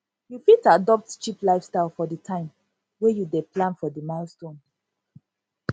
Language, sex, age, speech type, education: Nigerian Pidgin, female, 15-29, spontaneous, tertiary